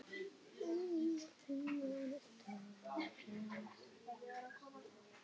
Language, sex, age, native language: Icelandic, other, 11, Icelandic